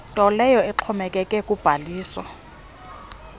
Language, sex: Xhosa, female